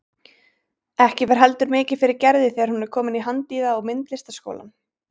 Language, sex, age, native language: Icelandic, female, 20-29, Icelandic